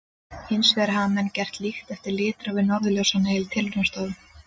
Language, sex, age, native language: Icelandic, female, 30-39, Icelandic